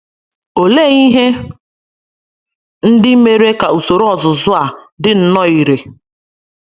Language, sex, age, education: Igbo, female, 30-45, secondary